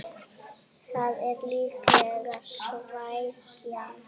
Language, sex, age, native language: Icelandic, female, 8, Icelandic